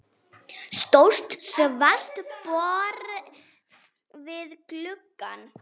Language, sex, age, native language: Icelandic, female, 5, Icelandic